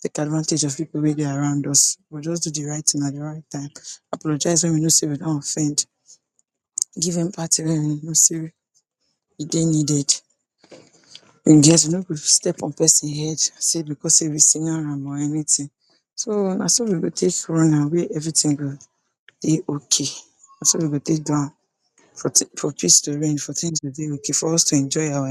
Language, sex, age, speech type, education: Nigerian Pidgin, female, 46-60, spontaneous, tertiary